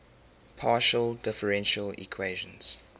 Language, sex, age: English, male, 23